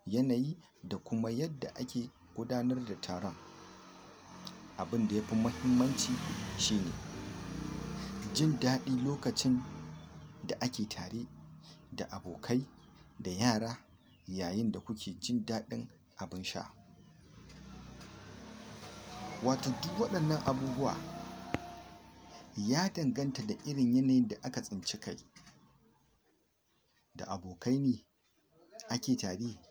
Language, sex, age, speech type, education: Hausa, male, 46-60, spontaneous, tertiary